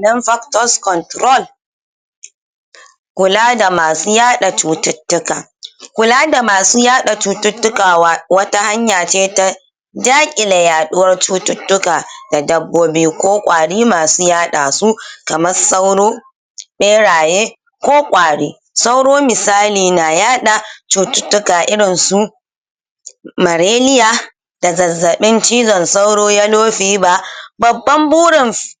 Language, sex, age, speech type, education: Hausa, female, 60+, spontaneous, tertiary